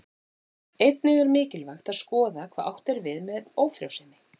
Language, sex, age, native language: Icelandic, female, 40-49, Icelandic